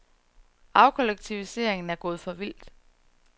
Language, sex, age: Danish, female, 34